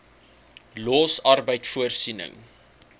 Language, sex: Afrikaans, male